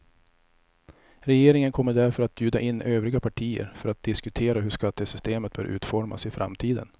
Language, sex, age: Swedish, male, 34